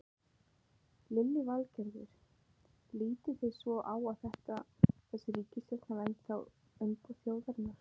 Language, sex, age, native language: Icelandic, female, 30-39, Icelandic